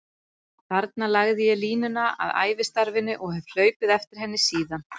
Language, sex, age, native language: Icelandic, female, 40-49, Icelandic